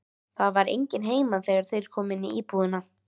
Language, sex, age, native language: Icelandic, female, 13, Icelandic